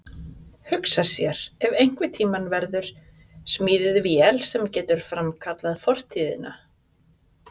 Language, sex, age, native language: Icelandic, female, 30-39, Icelandic